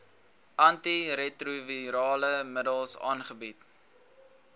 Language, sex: Afrikaans, male